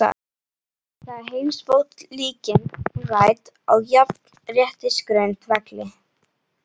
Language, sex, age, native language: Icelandic, female, 11, Icelandic